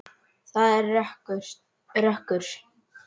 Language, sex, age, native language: Icelandic, male, 8, Icelandic